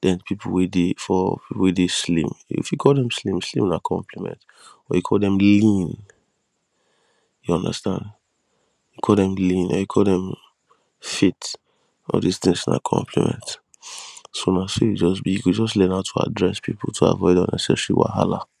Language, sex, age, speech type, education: Nigerian Pidgin, male, 15-29, spontaneous, tertiary